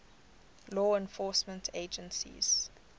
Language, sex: English, female